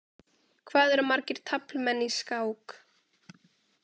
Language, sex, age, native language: Icelandic, female, 18-19, Icelandic